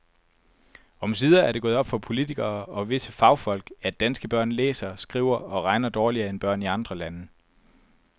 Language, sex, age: Danish, male, 24